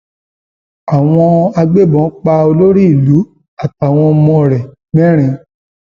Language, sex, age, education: Yoruba, male, 30-45, tertiary